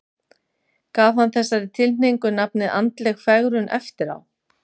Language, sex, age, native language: Icelandic, female, 50-59, Icelandic